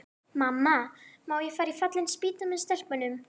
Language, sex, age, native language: Icelandic, female, 11, Icelandic